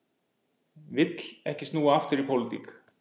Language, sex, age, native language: Icelandic, male, 50-59, Icelandic